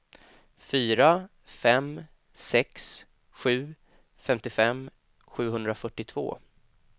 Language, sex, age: Swedish, male, 25